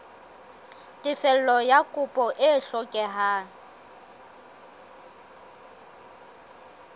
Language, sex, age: Southern Sotho, female, 23